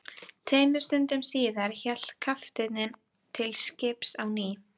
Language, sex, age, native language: Icelandic, female, 12, Icelandic